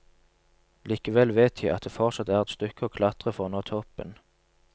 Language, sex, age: Norwegian, male, 27